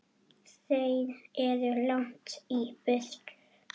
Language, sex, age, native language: Icelandic, female, 9, Icelandic